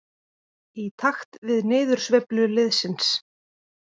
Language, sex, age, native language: Icelandic, female, 30-39, Icelandic